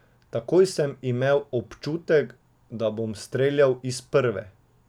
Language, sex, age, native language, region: Slovenian, male, 18-29, Slovenian, Drava region